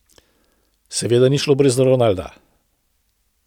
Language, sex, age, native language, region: Slovenian, male, 60+, Slovenian, Central Slovenia